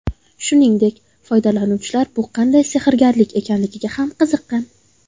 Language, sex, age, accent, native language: Uzbek, female, under 19, Toshkent viloyati, Uzbek